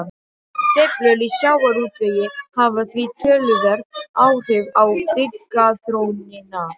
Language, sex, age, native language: Icelandic, female, 12, Serbo-Croatian